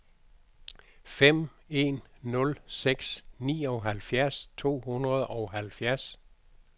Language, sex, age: Danish, male, 62